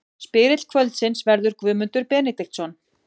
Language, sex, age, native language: Icelandic, female, 40-49, Icelandic